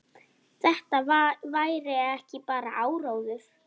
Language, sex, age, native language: Icelandic, female, 10, Icelandic